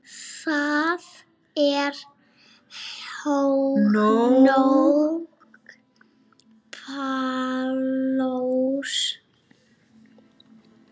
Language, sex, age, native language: Icelandic, female, 7, Icelandic